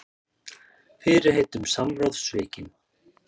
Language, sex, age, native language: Icelandic, male, 30-39, Icelandic